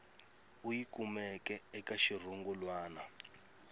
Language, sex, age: Tsonga, male, 26